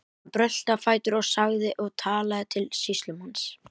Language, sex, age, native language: Icelandic, female, 11, Icelandic